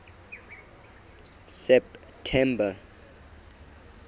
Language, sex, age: Southern Sotho, male, 24